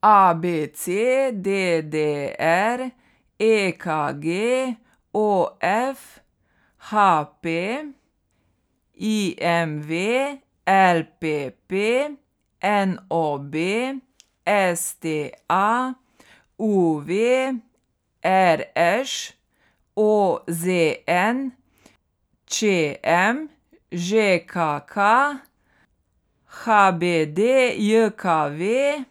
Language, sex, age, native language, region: Slovenian, female, 30-49, Slovenian, Carinthia region